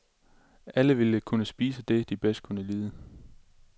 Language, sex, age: Danish, male, 27